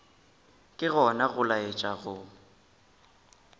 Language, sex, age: Northern Sotho, male, 19